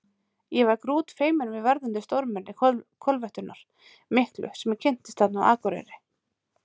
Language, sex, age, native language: Icelandic, female, 30-39, Icelandic